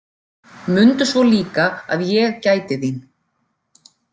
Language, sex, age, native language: Icelandic, female, 40-49, Icelandic